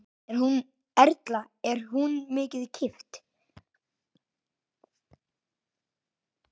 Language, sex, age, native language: Icelandic, male, 9, Icelandic